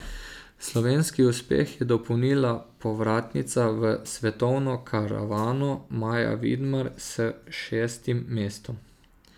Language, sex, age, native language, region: Slovenian, male, 30-49, Slovenian, Zasavska region